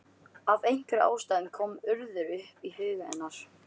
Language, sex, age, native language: Icelandic, male, 13, Icelandic